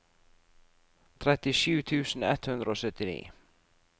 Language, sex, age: Norwegian, female, 44